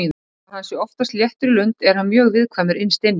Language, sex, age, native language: Icelandic, male, 30-39, Icelandic